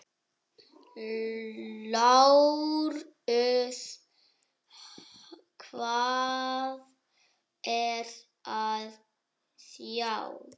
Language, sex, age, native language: Icelandic, male, 6, Icelandic